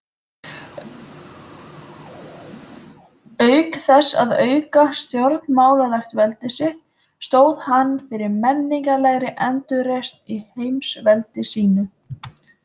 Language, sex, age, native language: Icelandic, female, 20-29, Icelandic